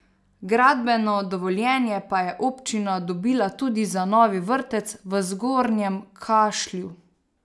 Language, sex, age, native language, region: Slovenian, female, 30-49, Slovenian, Savinja region